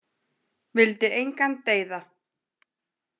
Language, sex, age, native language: Icelandic, female, 20-29, Icelandic